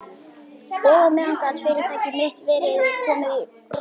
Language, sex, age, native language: Icelandic, male, 11, Icelandic